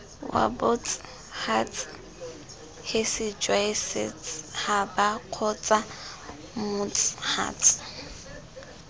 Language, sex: Tswana, female